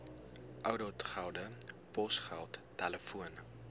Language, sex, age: Afrikaans, male, 20